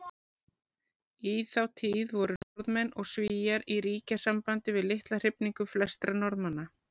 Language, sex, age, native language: Icelandic, female, 40-49, Icelandic